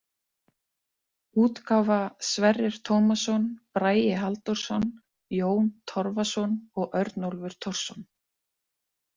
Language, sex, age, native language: Icelandic, female, 30-39, Icelandic